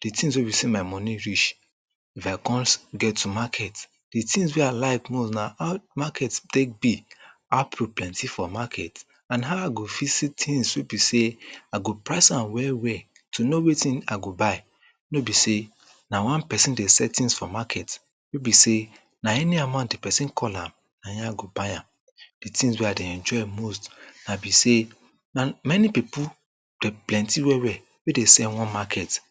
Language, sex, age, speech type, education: Nigerian Pidgin, male, 30-45, spontaneous, tertiary